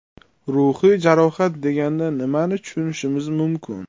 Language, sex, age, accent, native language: Uzbek, male, 25-34, Toshkent shahri, Uzbek